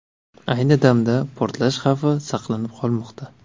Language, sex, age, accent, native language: Uzbek, male, 25-34, Navoiy, Uzbek